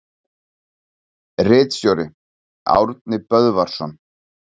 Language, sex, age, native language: Icelandic, male, 40-49, Icelandic